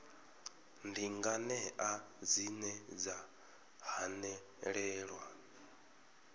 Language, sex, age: Venda, male, 33